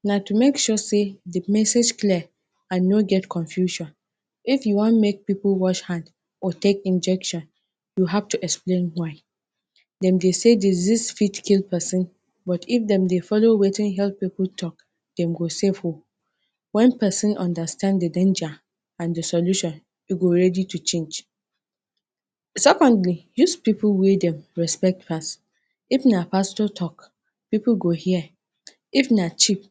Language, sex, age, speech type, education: Nigerian Pidgin, female, 30-45, spontaneous, tertiary